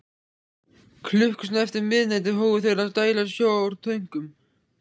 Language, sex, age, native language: Icelandic, male, 14, Icelandic